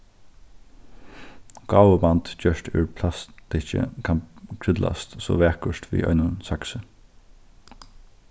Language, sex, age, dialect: Faroese, male, 15-35, Norðurstreymoy/Eysturoy